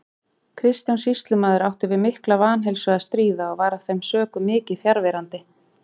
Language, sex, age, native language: Icelandic, female, 40-49, Icelandic